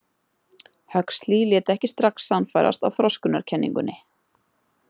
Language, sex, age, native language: Icelandic, female, 30-39, Icelandic